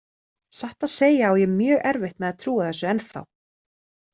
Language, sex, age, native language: Icelandic, female, 30-39, Icelandic